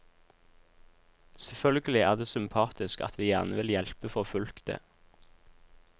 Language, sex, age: Norwegian, male, 26